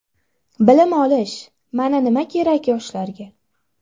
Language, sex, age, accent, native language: Uzbek, female, under 19, Andijon, Uzbek